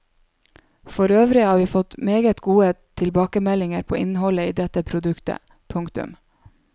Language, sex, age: Norwegian, female, 27